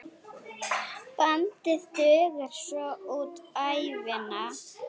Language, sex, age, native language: Icelandic, female, 8, Icelandic